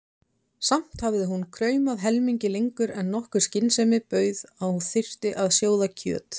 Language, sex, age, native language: Icelandic, female, 20-29, Icelandic